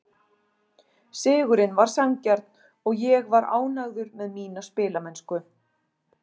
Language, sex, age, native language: Icelandic, female, 40-49, Icelandic